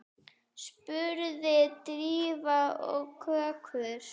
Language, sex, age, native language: Icelandic, female, 8, Icelandic